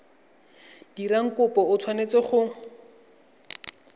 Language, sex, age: Tswana, male, 20